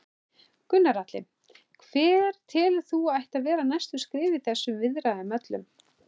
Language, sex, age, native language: Icelandic, male, 18-19, Icelandic